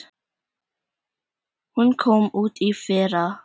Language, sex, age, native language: Icelandic, female, 10, Icelandic